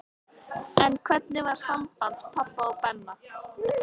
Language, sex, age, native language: Icelandic, female, 13, Icelandic